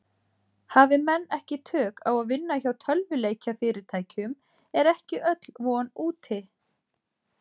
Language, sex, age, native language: Icelandic, female, 40-49, Icelandic